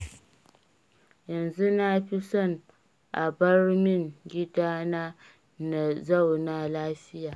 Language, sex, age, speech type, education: Hausa, female, 30-45, read, primary